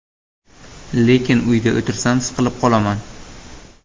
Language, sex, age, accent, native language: Uzbek, male, 18-24, Buxoro, Uzbek